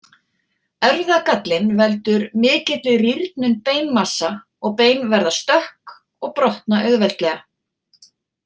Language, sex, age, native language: Icelandic, female, 40-49, Icelandic